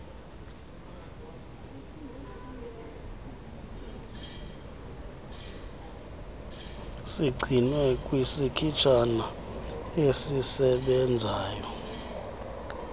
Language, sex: Xhosa, male